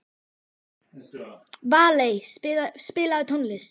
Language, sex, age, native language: Icelandic, female, 12, Icelandic